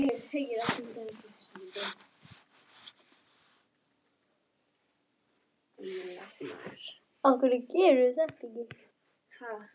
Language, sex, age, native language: Icelandic, other, 11, Icelandic